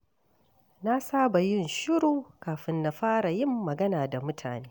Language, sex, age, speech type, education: Hausa, female, 46-60, read, tertiary